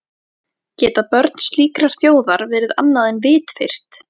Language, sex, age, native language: Icelandic, female, 14, Icelandic